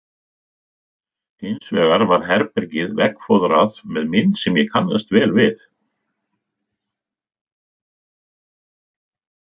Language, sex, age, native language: Icelandic, male, 60-69, Icelandic